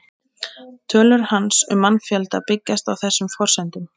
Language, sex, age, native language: Icelandic, female, 20-29, Icelandic